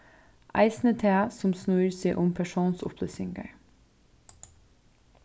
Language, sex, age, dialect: Faroese, female, 15-35, Suðurstreymoy